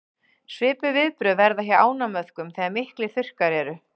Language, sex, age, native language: Icelandic, female, 40-49, Icelandic